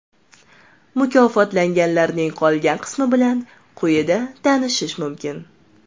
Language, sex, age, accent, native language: Uzbek, female, 18-24, Toshkent shahri, Uzbek